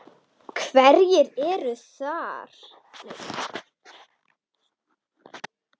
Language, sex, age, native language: Icelandic, female, 10, Icelandic